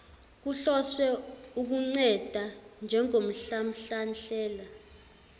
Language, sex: Zulu, female